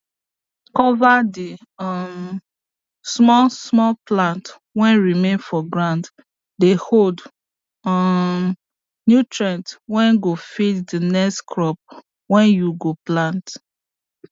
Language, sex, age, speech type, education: Nigerian Pidgin, female, 30-45, spontaneous, tertiary